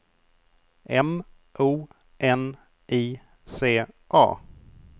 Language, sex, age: Swedish, male, 28